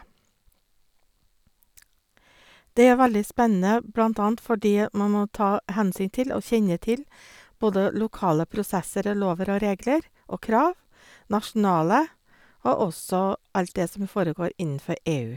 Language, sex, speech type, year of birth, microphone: Norwegian, female, spontaneous, 1956, Sennheiser